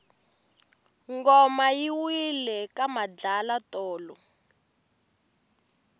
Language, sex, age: Tsonga, female, 18